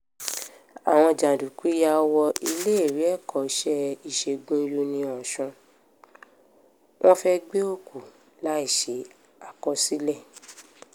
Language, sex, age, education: Yoruba, female, 15-29, tertiary